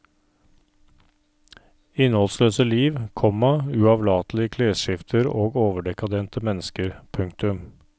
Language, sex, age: Norwegian, male, 39